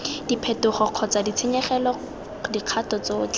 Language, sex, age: Tswana, female, 18